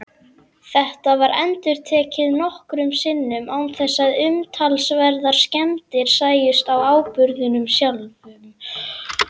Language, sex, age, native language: Icelandic, female, 18-19, Icelandic